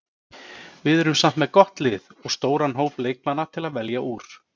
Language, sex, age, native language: Icelandic, male, 30-39, Icelandic